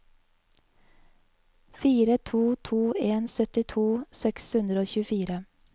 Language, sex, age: Norwegian, female, 20